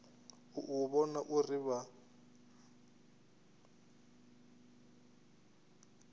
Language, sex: Venda, male